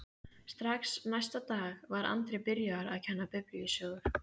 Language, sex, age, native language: Icelandic, female, 15, Icelandic